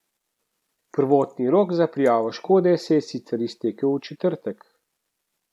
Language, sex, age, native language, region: Slovenian, male, 30-49, Slovenian, Central Slovenia